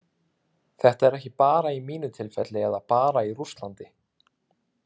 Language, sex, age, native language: Icelandic, male, 30-39, Icelandic